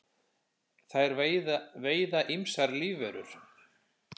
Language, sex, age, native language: Icelandic, male, 50-59, Icelandic